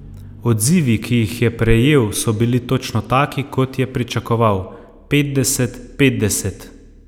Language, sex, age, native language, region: Slovenian, male, 30-49, Slovenian, Savinja region